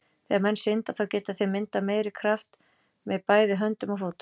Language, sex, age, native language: Icelandic, female, 40-49, Icelandic